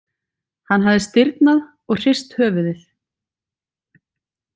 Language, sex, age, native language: Icelandic, female, 40-49, Icelandic